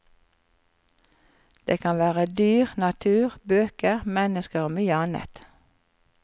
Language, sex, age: Norwegian, female, 54